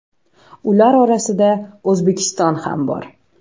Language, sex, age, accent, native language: Uzbek, female, 18-24, Toshkent shahri, Uzbek